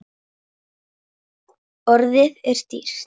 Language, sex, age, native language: Icelandic, female, 10, Icelandic